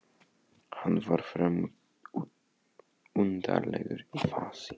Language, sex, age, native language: Icelandic, male, 15, Polish